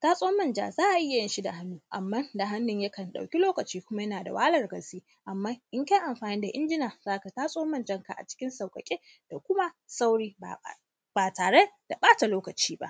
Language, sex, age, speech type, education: Hausa, female, 15-29, spontaneous, tertiary